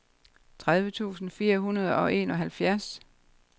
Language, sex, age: Danish, female, 52